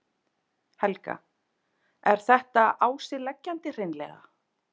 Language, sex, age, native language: Icelandic, female, 40-49, Icelandic